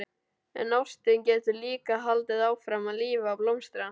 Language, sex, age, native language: Icelandic, male, 12, Icelandic